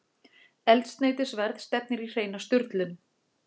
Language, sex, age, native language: Icelandic, female, 40-49, Icelandic